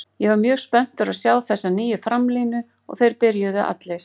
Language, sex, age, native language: Icelandic, female, 40-49, Icelandic